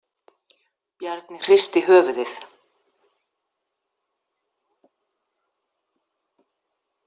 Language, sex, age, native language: Icelandic, female, 60-69, Icelandic